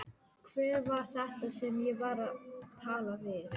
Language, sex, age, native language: Icelandic, female, 12, Icelandic